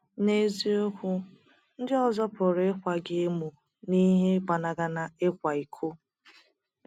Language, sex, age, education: Igbo, female, 15-29, tertiary